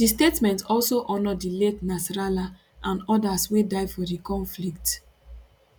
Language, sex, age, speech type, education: Nigerian Pidgin, female, 15-29, spontaneous, tertiary